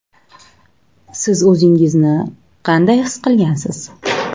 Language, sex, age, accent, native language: Uzbek, female, 18-24, Toshkent shahri, Uzbek